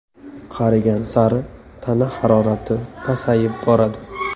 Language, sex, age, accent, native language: Uzbek, male, 18-24, Farg'ona, Uzbek